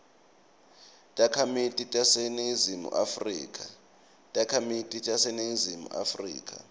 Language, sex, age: Swati, male, 24